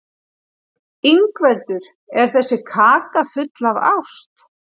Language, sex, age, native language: Icelandic, female, 40-49, Icelandic